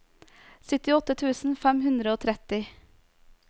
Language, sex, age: Norwegian, female, 29